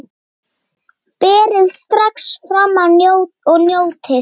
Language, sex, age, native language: Icelandic, male, 8, Icelandic